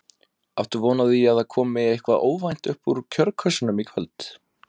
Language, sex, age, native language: Icelandic, male, 20-29, Icelandic